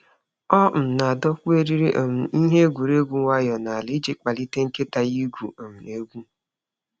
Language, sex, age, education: Igbo, female, 30-45, tertiary